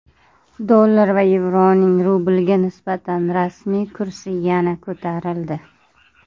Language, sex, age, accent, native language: Uzbek, female, 30-39, Qashqadaryo, Uzbek